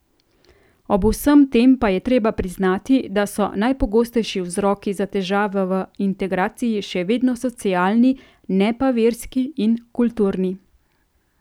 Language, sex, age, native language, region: Slovenian, female, 30-49, Slovenian, Central Slovenia